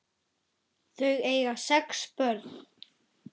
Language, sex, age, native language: Icelandic, male, 10, Icelandic